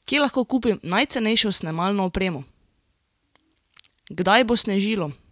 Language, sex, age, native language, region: Slovenian, female, 18-29, Slovenian, Drava region